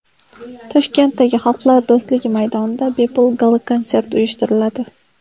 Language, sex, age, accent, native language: Uzbek, female, 18-24, Sirdaryo, Uzbek